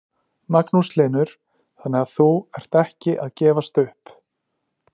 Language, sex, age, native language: Icelandic, male, 40-49, Icelandic